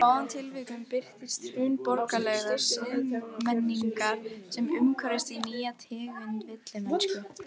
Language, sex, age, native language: Icelandic, female, 18-19, Icelandic